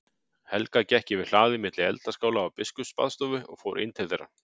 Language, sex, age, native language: Icelandic, male, 50-59, Icelandic